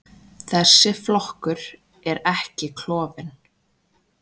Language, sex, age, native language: Icelandic, female, 20-29, Icelandic